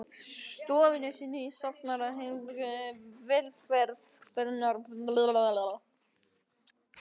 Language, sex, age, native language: Icelandic, male, 12, Icelandic